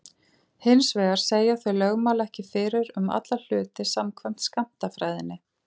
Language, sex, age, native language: Icelandic, female, 40-49, Icelandic